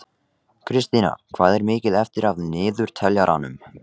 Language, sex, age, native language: Icelandic, male, 14, Icelandic